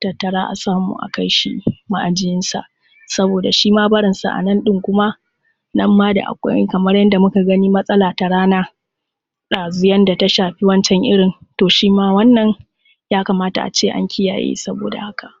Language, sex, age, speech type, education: Hausa, female, 15-29, spontaneous, secondary